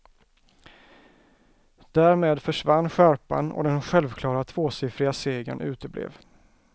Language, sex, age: Swedish, male, 34